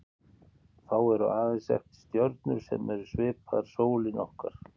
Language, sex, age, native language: Icelandic, male, 50-59, Icelandic